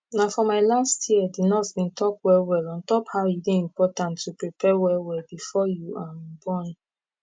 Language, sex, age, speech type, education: Nigerian Pidgin, female, 15-29, spontaneous, tertiary